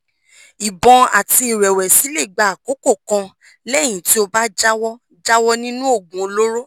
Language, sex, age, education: Yoruba, female, 15-29, tertiary